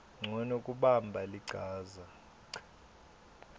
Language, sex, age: Swati, male, 22